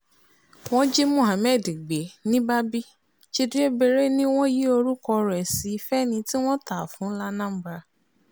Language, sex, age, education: Yoruba, female, 30-45, tertiary